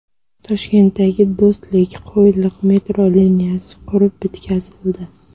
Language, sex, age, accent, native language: Uzbek, female, 18-24, Namangan, Uzbek